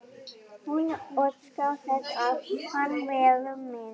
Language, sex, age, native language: Icelandic, female, 11, Icelandic